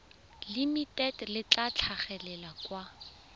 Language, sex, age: Tswana, female, 20